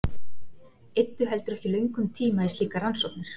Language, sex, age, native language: Icelandic, female, 40-49, Icelandic